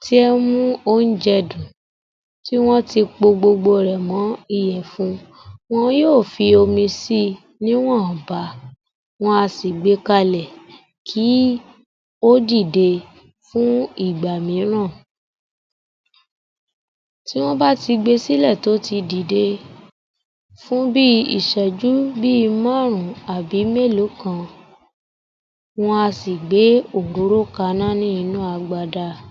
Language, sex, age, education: Yoruba, female, 30-45, tertiary